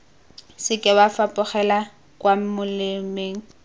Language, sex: Tswana, female